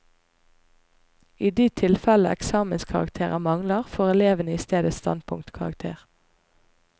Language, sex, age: Norwegian, female, 25